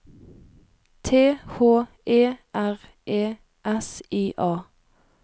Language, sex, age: Norwegian, female, 22